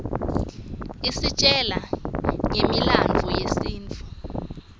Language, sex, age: Swati, female, 19